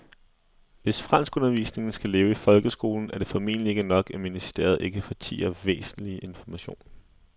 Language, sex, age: Danish, male, 20